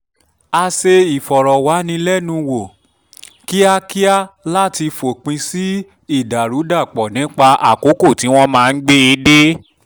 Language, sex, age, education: Yoruba, male, 30-45, tertiary